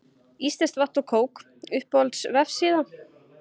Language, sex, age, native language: Icelandic, female, 20-29, Icelandic